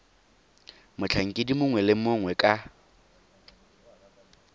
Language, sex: Tswana, male